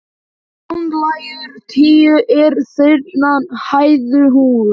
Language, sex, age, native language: Icelandic, male, 11, Icelandic